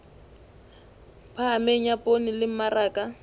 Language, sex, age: Southern Sotho, female, 20